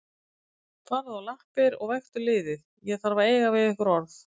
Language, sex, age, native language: Icelandic, female, 50-59, Icelandic